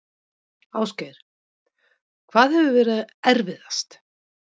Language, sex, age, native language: Icelandic, female, 50-59, Icelandic